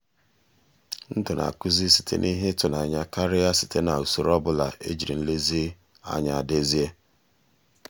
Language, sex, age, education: Igbo, male, 46-60, tertiary